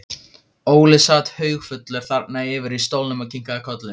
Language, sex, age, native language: Icelandic, male, 15, Icelandic